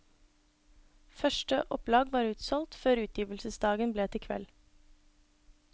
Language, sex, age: Norwegian, female, 26